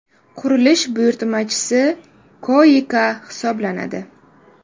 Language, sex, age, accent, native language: Uzbek, female, 18-24, Navoiy, Uzbek